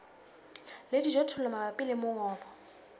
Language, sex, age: Southern Sotho, female, 19